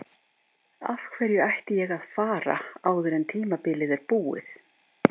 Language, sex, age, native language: Icelandic, female, 50-59, Icelandic